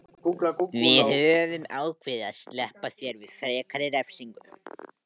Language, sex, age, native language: Icelandic, male, 14, Icelandic